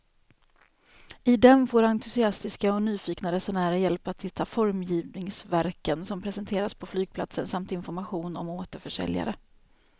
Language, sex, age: Swedish, female, 28